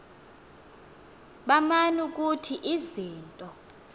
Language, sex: Xhosa, female